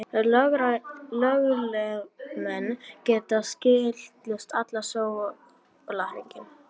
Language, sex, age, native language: Icelandic, female, 18-19, Icelandic